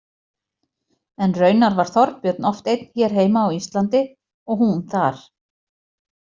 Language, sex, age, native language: Icelandic, female, 40-49, Icelandic